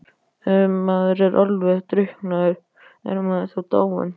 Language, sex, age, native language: Icelandic, male, 12, Icelandic